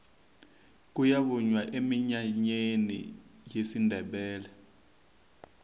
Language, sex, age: Tsonga, male, 22